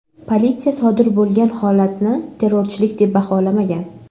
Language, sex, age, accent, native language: Uzbek, female, under 19, Samarqand, Uzbek